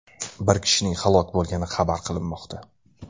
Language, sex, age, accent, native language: Uzbek, male, 18-24, Andijon, Uzbek